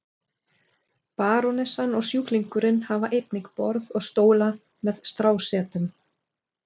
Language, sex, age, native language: Icelandic, female, 40-49, German